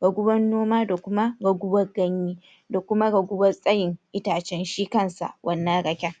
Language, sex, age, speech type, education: Hausa, female, 46-60, spontaneous, tertiary